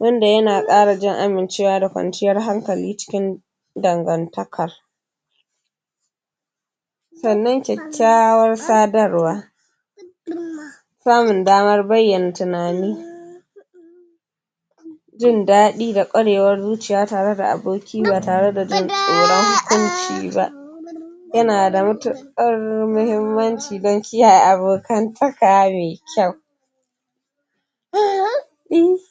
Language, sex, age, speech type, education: Hausa, female, 46-60, spontaneous, tertiary